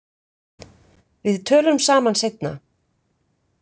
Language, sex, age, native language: Icelandic, female, 50-59, Icelandic